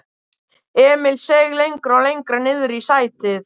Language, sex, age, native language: Icelandic, male, 12, Icelandic